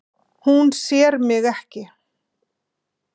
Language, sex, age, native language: Icelandic, female, 50-59, Icelandic